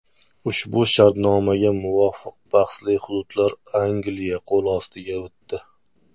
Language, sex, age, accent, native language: Uzbek, male, 19-29, Namangan, Uzbek